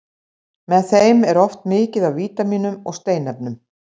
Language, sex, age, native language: Icelandic, female, 60-69, Icelandic